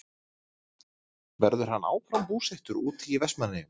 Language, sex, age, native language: Icelandic, male, 30-39, Icelandic